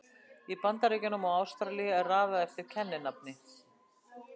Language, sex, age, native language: Icelandic, female, 60-69, Icelandic